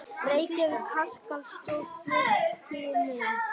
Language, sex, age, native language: Icelandic, male, 18-19, Icelandic